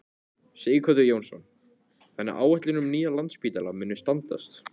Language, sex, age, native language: Icelandic, male, 14, Icelandic